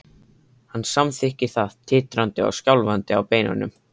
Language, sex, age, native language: Icelandic, male, 13, Icelandic